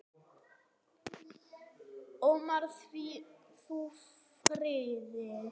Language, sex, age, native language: Icelandic, male, 9, Icelandic